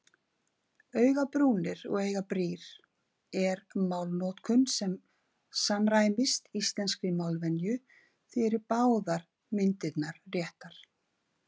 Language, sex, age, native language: Icelandic, female, 50-59, Icelandic